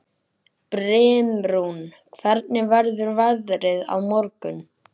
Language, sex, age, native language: Icelandic, male, 11, Icelandic